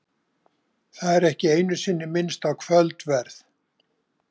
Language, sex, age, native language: Icelandic, male, 70-79, Icelandic